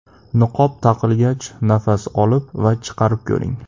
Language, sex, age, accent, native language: Uzbek, male, 18-24, Andijon, Uzbek